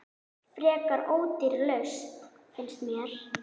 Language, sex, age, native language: Icelandic, female, 9, Icelandic